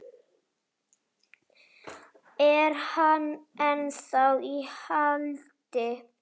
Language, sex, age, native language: Icelandic, female, 7, Icelandic